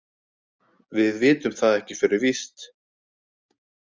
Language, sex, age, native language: Icelandic, male, 20-29, Icelandic